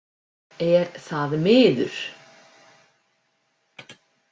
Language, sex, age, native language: Icelandic, female, 50-59, Icelandic